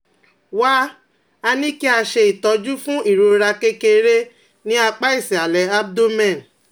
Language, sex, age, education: Yoruba, female, 30-45, tertiary